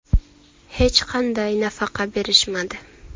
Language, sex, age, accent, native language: Uzbek, female, 19-29, Farg'ona, Uzbek